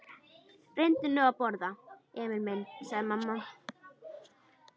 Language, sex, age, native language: Icelandic, female, 12, Icelandic